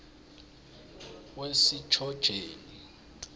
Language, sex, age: South Ndebele, male, 26